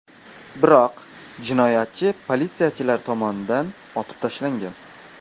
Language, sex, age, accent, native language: Uzbek, male, 18-24, Qashqadaryo, Uzbek